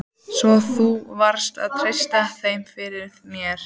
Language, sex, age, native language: Icelandic, female, 14, Icelandic